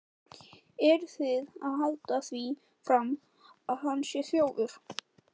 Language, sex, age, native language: Icelandic, male, 14, Icelandic